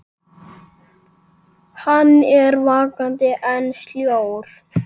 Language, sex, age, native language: Icelandic, male, 8, Icelandic